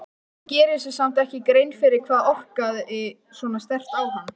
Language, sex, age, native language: Icelandic, female, 18-19, Icelandic